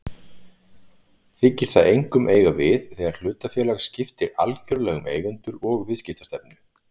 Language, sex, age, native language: Icelandic, male, 40-49, Icelandic